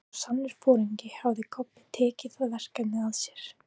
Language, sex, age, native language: Icelandic, female, 18-19, Icelandic